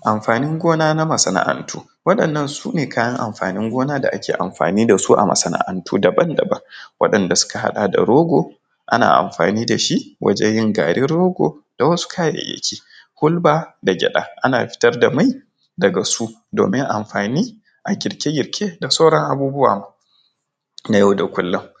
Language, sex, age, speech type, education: Hausa, male, 15-29, spontaneous, tertiary